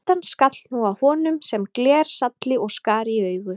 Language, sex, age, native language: Icelandic, female, 30-39, Icelandic